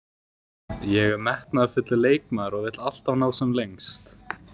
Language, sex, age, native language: Icelandic, male, 18-19, Icelandic